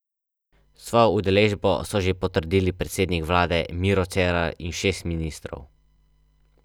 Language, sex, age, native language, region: Slovenian, male, 12-17, Slovenian, Central Slovenia